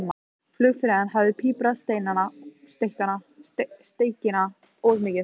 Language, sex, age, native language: Icelandic, female, 15, Icelandic